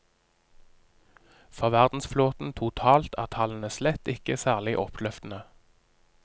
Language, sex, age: Norwegian, male, 30